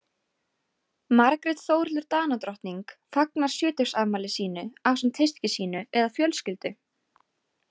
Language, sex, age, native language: Icelandic, female, 18-19, Icelandic